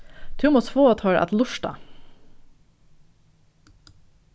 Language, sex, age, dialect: Faroese, female, 36-60, Norðuroyggjar